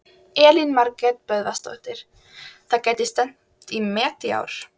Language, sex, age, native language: Icelandic, female, 12, Icelandic